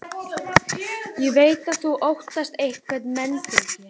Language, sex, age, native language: Icelandic, female, 12, Icelandic